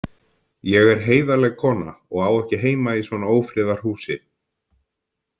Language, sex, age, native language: Icelandic, male, 50-59, Icelandic